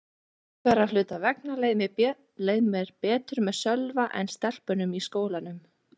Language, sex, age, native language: Icelandic, female, 20-29, Icelandic